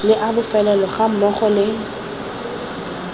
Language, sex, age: Tswana, female, 20